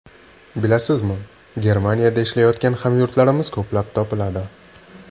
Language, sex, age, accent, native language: Uzbek, male, 25-34, Namangan, Uzbek